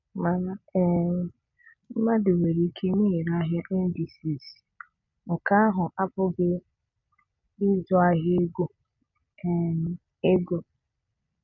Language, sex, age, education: Igbo, female, 15-29, tertiary